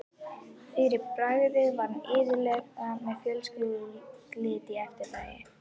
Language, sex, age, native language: Icelandic, female, 11, Icelandic